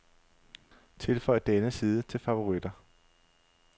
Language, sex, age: Danish, male, 35